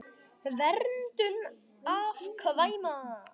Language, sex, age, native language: Icelandic, male, 8, Icelandic